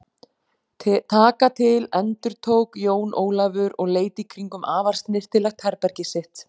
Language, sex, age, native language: Icelandic, female, 40-49, Icelandic